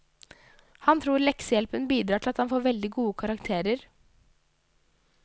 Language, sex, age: Norwegian, female, 22